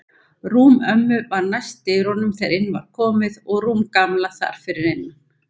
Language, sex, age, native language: Icelandic, female, 70-79, Icelandic